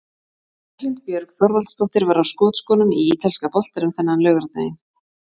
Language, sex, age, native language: Icelandic, female, 40-49, Icelandic